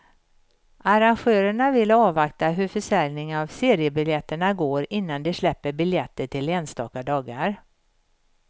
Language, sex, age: Swedish, female, 51